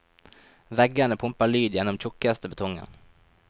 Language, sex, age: Norwegian, male, 23